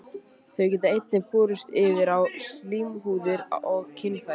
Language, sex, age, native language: Icelandic, male, 18-19, Icelandic